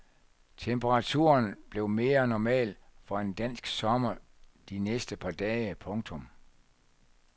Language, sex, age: Danish, male, 64